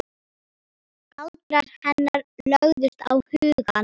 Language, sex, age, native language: Icelandic, female, 8, Icelandic